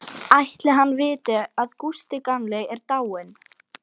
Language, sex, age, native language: Icelandic, female, 12, Icelandic